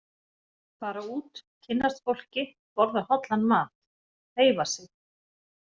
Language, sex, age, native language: Icelandic, female, 40-49, Icelandic